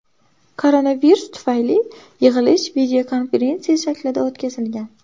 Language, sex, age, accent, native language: Uzbek, female, 18-24, Samarqand, Uzbek